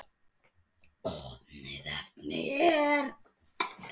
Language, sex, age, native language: Icelandic, male, 10, Icelandic